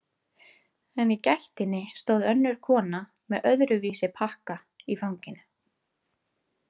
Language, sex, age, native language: Icelandic, female, 30-39, Icelandic